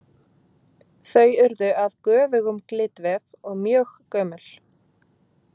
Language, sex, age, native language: Icelandic, female, 20-29, Icelandic